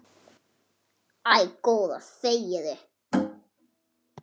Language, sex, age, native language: Icelandic, female, 9, Icelandic